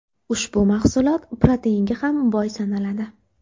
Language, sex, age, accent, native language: Uzbek, female, 19-29, Toshkent shahri, Uzbek